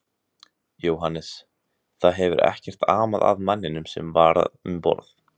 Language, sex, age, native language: Icelandic, male, 18-19, Icelandic